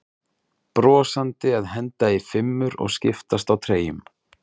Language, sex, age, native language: Icelandic, male, 30-39, Icelandic